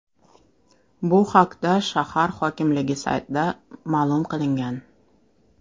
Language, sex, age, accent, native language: Uzbek, female, 35+, Toshkent shahri, Russian